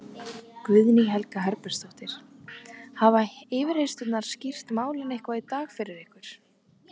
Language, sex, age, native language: Icelandic, female, 18-19, Icelandic